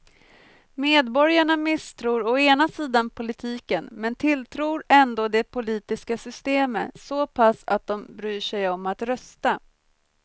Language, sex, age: Swedish, female, 23